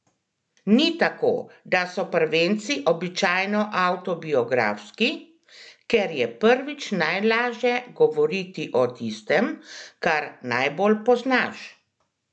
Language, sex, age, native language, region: Slovenian, female, 50-59, Slovenian, Central Slovenia